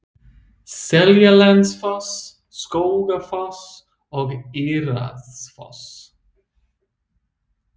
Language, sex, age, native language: Icelandic, male, 30-39, English